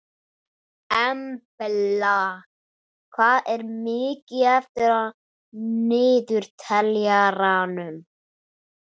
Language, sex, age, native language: Icelandic, male, 11, Icelandic